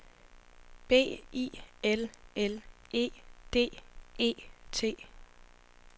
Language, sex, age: Danish, female, 25